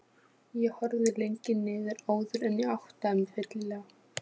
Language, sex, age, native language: Icelandic, female, 15, Polish